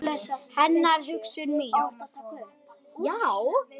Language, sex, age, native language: Icelandic, female, 10, Icelandic